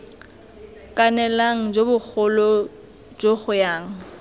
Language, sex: Tswana, female